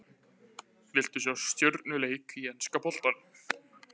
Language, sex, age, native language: Icelandic, female, 15, Icelandic